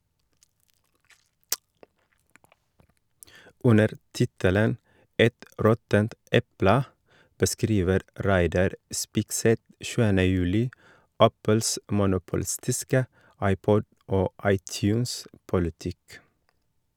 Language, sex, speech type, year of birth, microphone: Norwegian, male, read, 1983, Shure